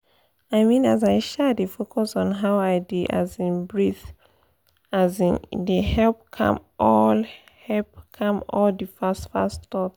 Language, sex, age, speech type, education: Nigerian Pidgin, female, 15-29, spontaneous, tertiary